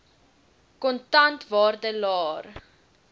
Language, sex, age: Afrikaans, female, 19